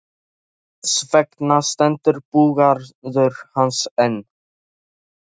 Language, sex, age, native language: Icelandic, male, 13, Polish